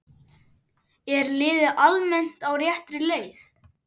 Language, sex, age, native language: Icelandic, male, 11, Icelandic